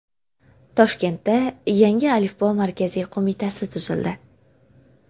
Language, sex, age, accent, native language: Uzbek, female, 18-24, Toshkent viloyati, Uzbek